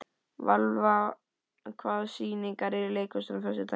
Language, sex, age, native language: Icelandic, male, 11, Icelandic